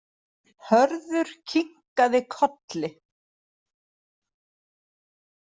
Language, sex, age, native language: Icelandic, female, 40-49, Icelandic